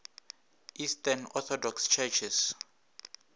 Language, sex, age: Northern Sotho, male, 26